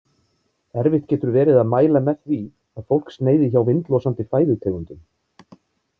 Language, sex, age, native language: Icelandic, male, 30-39, Icelandic